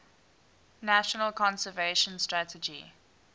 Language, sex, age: English, female, 19